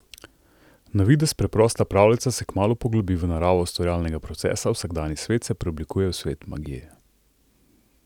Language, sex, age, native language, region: Slovenian, male, 30-49, Slovenian, Central Slovenia